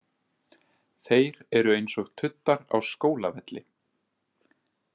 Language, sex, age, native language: Icelandic, male, 20-29, Icelandic